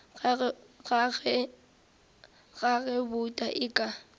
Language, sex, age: Northern Sotho, female, 18